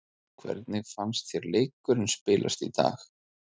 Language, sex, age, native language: Icelandic, male, 30-39, Icelandic